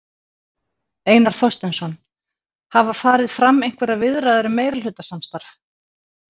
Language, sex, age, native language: Icelandic, female, 50-59, Icelandic